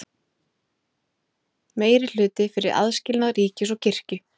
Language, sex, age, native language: Icelandic, female, 20-29, Icelandic